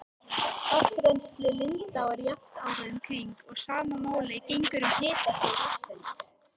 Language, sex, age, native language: Icelandic, female, 18-19, Icelandic